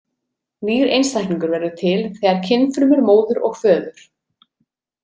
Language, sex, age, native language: Icelandic, female, 30-39, Icelandic